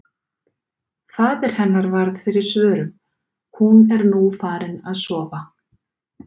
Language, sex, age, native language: Icelandic, female, 40-49, Icelandic